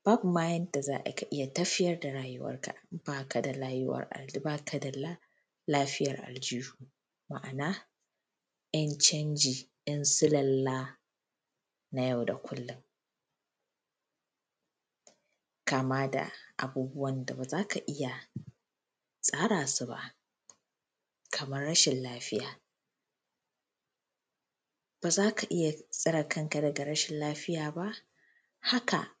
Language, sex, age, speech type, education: Hausa, female, 15-29, spontaneous, primary